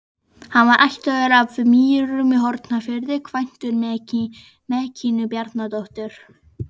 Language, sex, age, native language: Icelandic, female, 11, Icelandic